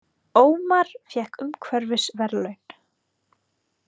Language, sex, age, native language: Icelandic, female, 30-39, Icelandic